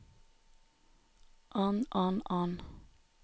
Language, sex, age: Norwegian, female, 29